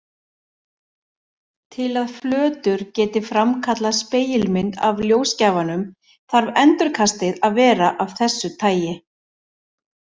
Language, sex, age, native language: Icelandic, male, 40-49, Icelandic